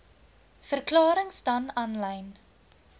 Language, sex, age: Afrikaans, female, 20